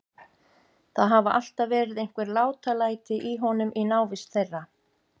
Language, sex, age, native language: Icelandic, female, 50-59, Icelandic